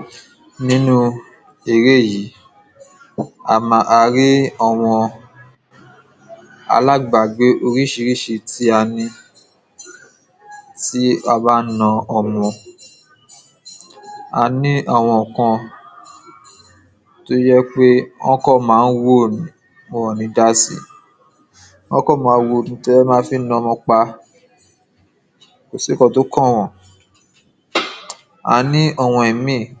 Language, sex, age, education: Yoruba, male, 15-29, secondary